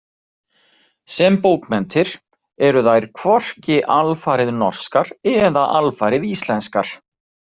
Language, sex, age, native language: Icelandic, male, 40-49, Icelandic